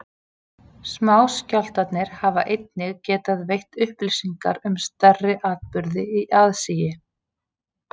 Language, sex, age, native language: Icelandic, female, 40-49, Icelandic